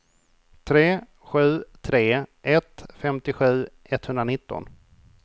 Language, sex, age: Swedish, male, 28